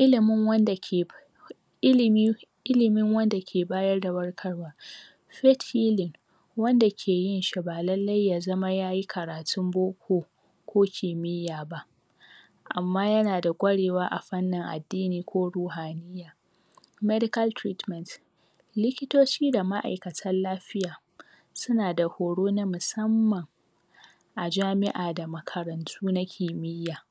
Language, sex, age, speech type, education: Hausa, female, 46-60, spontaneous, secondary